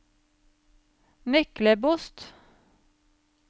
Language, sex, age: Norwegian, female, 35